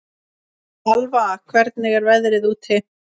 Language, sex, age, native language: Icelandic, female, 30-39, Icelandic